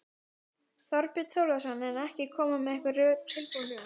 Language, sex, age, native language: Icelandic, male, 14, Icelandic